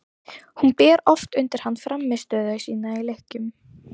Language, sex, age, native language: Icelandic, female, 12, Icelandic